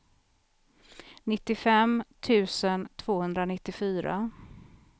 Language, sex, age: Swedish, female, 43